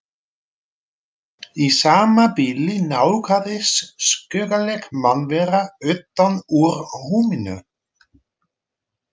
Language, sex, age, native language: Icelandic, male, 40-49, Dutch